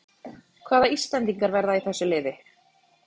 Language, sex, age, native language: Icelandic, female, 30-39, Icelandic